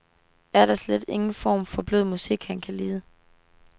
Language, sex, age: Danish, female, 18